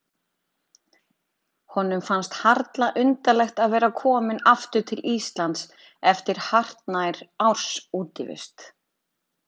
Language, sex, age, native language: Icelandic, female, 30-39, Icelandic